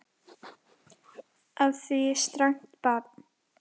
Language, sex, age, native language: Icelandic, female, 10, Icelandic